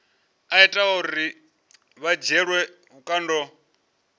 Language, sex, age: Venda, male, 34